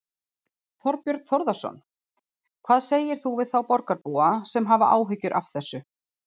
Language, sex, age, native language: Icelandic, female, 40-49, Icelandic